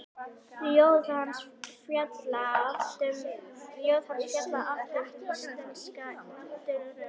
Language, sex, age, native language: Icelandic, female, 11, Icelandic